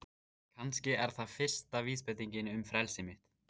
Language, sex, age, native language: Icelandic, male, 14, Icelandic